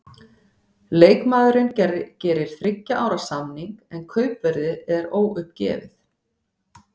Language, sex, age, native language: Icelandic, female, 50-59, Icelandic